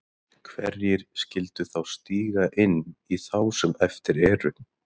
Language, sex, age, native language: Icelandic, male, 30-39, Icelandic